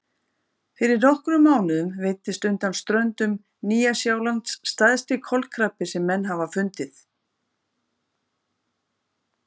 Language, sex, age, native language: Icelandic, female, 50-59, Icelandic